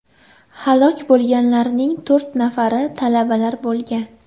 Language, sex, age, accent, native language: Uzbek, female, 18-24, Sirdaryo, Uzbek